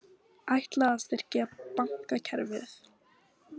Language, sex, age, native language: Icelandic, female, 18-19, Icelandic